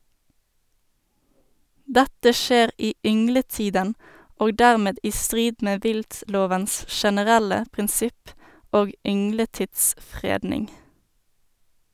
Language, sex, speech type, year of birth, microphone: Norwegian, female, read, 1991, Sennheiser